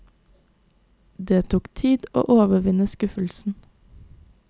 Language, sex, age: Norwegian, female, 22